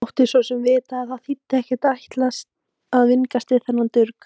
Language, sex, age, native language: Icelandic, female, 18-19, Icelandic